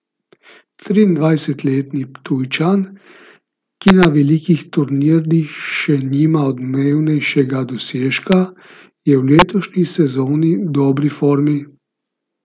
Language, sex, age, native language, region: Slovenian, male, 50-59, Slovenian, Gorica region